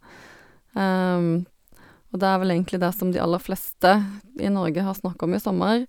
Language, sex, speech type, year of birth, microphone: Norwegian, female, spontaneous, 1972, Sennheiser